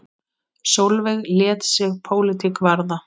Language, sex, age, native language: Icelandic, female, 8, Icelandic